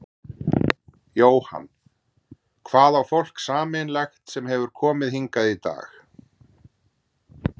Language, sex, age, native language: Icelandic, male, 40-49, Icelandic